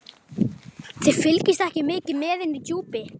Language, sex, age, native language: Icelandic, male, 11, Icelandic